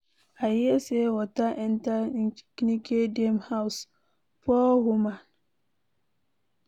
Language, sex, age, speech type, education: Nigerian Pidgin, female, 60+, read, secondary